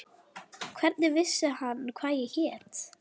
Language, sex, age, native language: Icelandic, female, 11, Icelandic